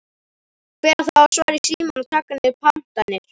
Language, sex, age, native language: Icelandic, male, 18-19, Icelandic